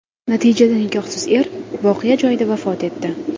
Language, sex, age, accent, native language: Uzbek, female, 18-24, Andijon, Uzbek